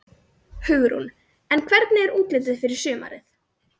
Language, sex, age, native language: Icelandic, male, 40-49, Icelandic